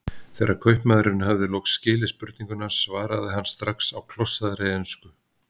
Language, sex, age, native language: Icelandic, male, 50-59, Icelandic